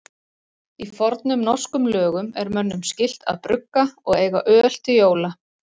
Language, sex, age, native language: Icelandic, female, 40-49, Icelandic